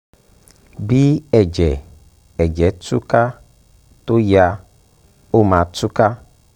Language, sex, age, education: Yoruba, male, 30-45, tertiary